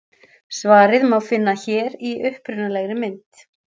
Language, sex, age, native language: Icelandic, female, 40-49, Icelandic